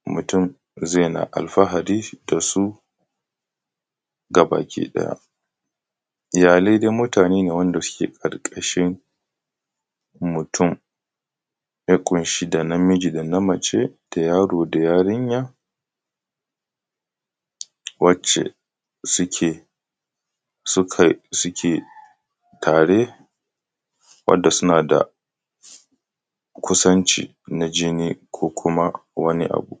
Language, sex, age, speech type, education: Hausa, male, 15-29, spontaneous, tertiary